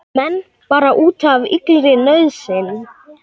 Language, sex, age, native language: Icelandic, male, 18-19, Icelandic